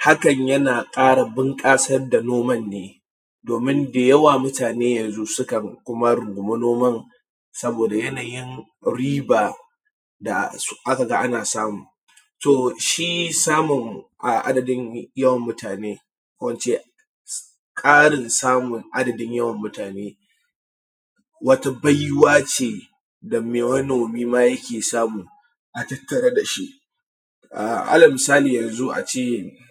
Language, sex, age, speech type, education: Hausa, male, 30-45, spontaneous, tertiary